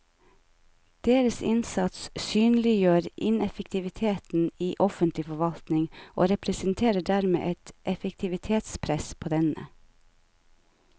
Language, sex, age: Norwegian, female, 49